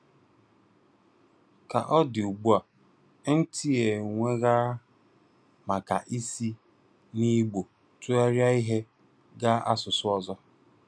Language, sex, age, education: Igbo, male, 15-29, tertiary